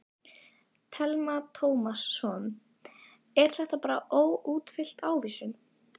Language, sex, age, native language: Icelandic, female, 12, Icelandic